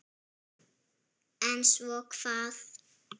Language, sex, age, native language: Icelandic, female, 7, Icelandic